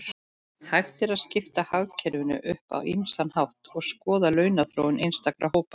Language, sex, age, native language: Icelandic, female, 40-49, Icelandic